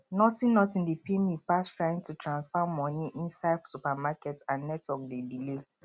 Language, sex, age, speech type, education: Nigerian Pidgin, male, 30-45, spontaneous, tertiary